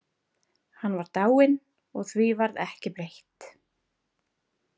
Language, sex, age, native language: Icelandic, female, 30-39, Icelandic